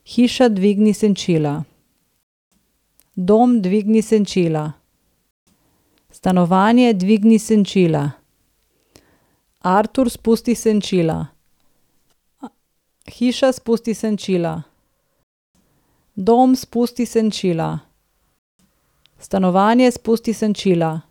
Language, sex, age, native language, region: Slovenian, female, 30-49, Slovenian, Southeast Slovenia